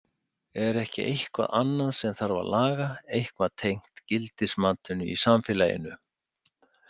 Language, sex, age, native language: Icelandic, male, 60-69, Icelandic